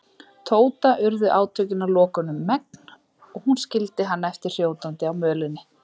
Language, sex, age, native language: Icelandic, female, 30-39, Icelandic